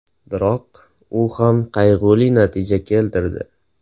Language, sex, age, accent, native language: Uzbek, male, 18-24, Andijon, Uzbek